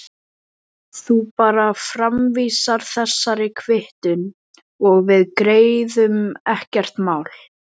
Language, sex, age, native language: Icelandic, male, 11, Icelandic